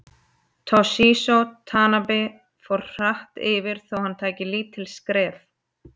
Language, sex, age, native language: Icelandic, female, 30-39, Icelandic